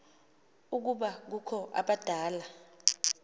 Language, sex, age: Xhosa, female, 38